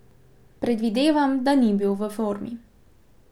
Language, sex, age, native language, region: Slovenian, female, 18-29, Slovenian, Pomurje region